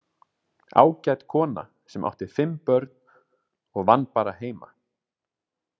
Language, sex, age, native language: Icelandic, male, 30-39, Icelandic